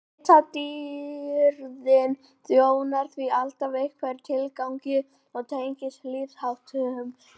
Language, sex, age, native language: Icelandic, male, 18-19, Icelandic